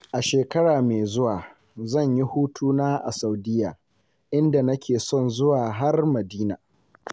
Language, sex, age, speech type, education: Hausa, male, 15-29, spontaneous, secondary